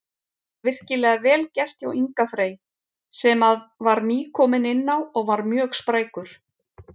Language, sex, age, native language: Icelandic, female, 50-59, Icelandic